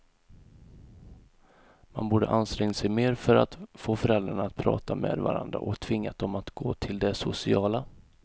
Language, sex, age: Swedish, male, 31